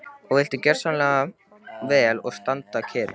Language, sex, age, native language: Icelandic, male, 13, Icelandic